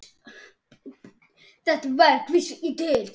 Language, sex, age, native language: Icelandic, male, 10, Icelandic